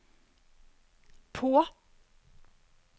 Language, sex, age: Norwegian, female, 52